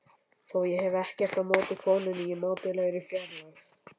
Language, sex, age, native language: Icelandic, male, 11, Icelandic